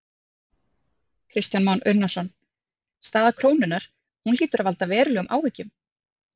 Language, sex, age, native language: Icelandic, female, 30-39, Icelandic